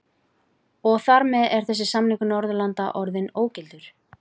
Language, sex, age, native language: Icelandic, female, 40-49, Icelandic